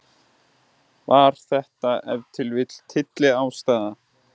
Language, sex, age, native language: Icelandic, male, 20-29, Icelandic